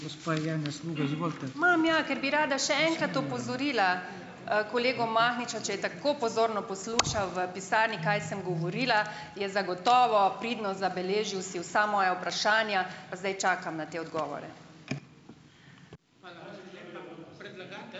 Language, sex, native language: Slovenian, female, Slovenian